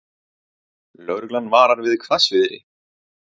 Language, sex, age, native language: Icelandic, male, 30-39, Icelandic